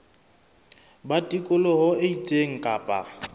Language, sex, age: Southern Sotho, male, 26